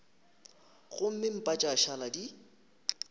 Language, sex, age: Northern Sotho, male, 23